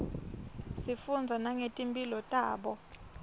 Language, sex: Swati, female